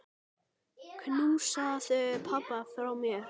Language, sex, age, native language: Icelandic, male, 9, Icelandic